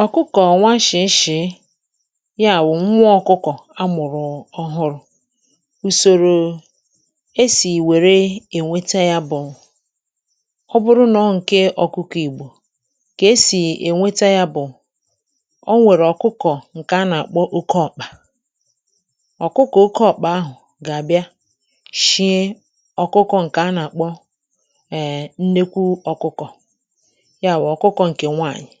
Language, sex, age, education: Igbo, female, 46-60, tertiary